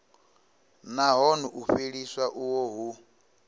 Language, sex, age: Venda, male, 19